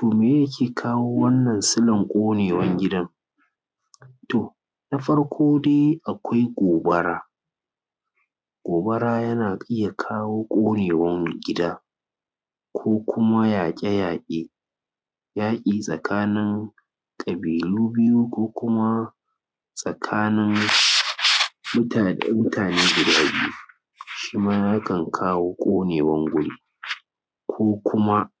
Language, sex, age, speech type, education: Hausa, male, 15-29, spontaneous, secondary